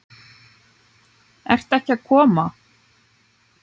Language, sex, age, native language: Icelandic, female, 9, Icelandic